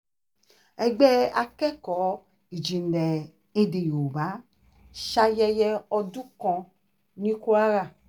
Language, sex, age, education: Yoruba, female, 30-45, tertiary